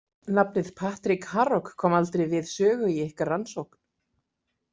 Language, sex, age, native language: Icelandic, female, 40-49, Icelandic